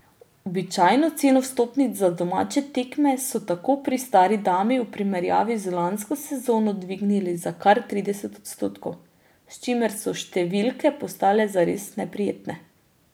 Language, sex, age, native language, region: Slovenian, female, 30-49, Slovenian, Drava region